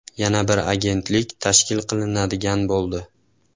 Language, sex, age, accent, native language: Uzbek, male, 18-24, Andijon, Uzbek